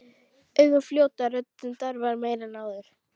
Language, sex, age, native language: Icelandic, female, 12, Icelandic